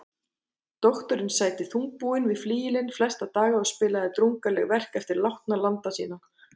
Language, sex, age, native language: Icelandic, female, 30-39, Icelandic